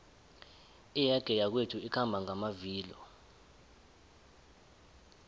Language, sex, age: South Ndebele, male, 20